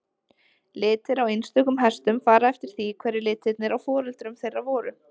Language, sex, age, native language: Icelandic, female, 20-29, Icelandic